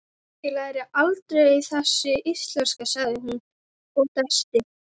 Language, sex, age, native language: Icelandic, female, 12, Icelandic